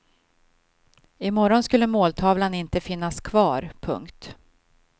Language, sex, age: Swedish, female, 52